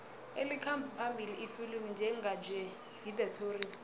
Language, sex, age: South Ndebele, female, 22